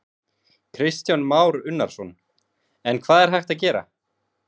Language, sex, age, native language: Icelandic, male, 20-29, Icelandic